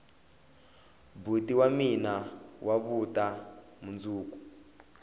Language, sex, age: Tsonga, male, 21